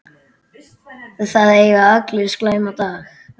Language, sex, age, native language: Icelandic, male, 8, Icelandic